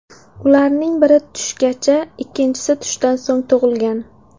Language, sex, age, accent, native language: Uzbek, female, 19-29, Samarqand, Uzbek